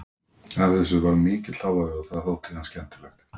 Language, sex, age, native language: Icelandic, male, 40-49, Icelandic